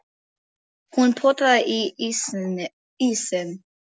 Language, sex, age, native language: Icelandic, female, 10, Polish